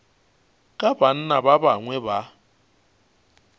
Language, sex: Northern Sotho, male